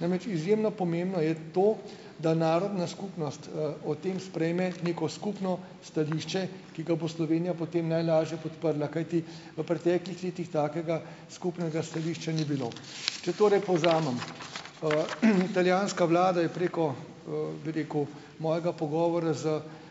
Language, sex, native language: Slovenian, male, Slovenian